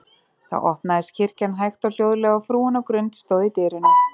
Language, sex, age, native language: Icelandic, female, 30-39, Icelandic